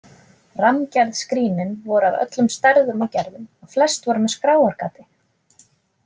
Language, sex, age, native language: Icelandic, female, 20-29, Icelandic